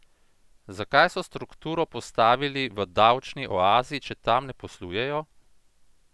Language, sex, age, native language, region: Slovenian, male, 50-59, Slovenian, Central Slovenia